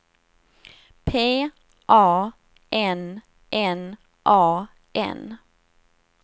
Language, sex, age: Swedish, female, 27